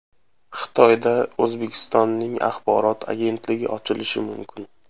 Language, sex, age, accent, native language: Uzbek, male, 25-34, Toshkent viloyati, Uzbek